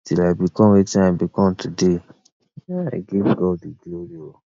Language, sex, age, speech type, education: Nigerian Pidgin, male, 60+, spontaneous, tertiary